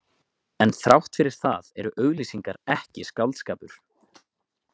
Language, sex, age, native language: Icelandic, male, 20-29, Icelandic